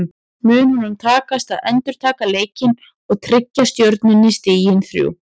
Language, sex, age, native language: Icelandic, female, 30-39, Icelandic